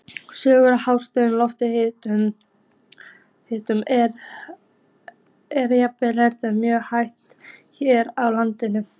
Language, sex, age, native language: Icelandic, female, 15, Icelandic